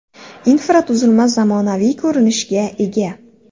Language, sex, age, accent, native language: Uzbek, female, 18-24, Andijon, Uzbek